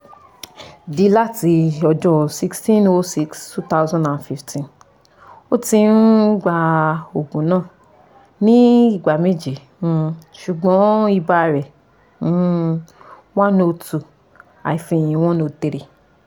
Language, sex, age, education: Yoruba, female, 15-29, tertiary